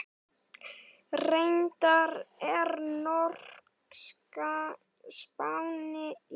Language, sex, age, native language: Icelandic, male, 9, Icelandic